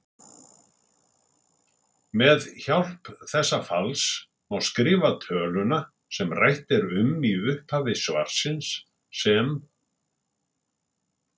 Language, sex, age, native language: Icelandic, male, 60-69, Icelandic